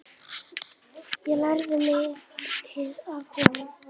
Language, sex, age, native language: Icelandic, female, 9, Icelandic